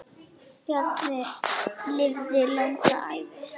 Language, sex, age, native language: Icelandic, female, 9, Icelandic